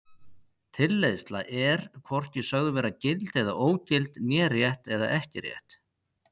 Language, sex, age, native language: Icelandic, male, 50-59, Icelandic